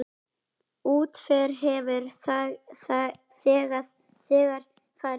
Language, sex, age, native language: Icelandic, female, 10, Icelandic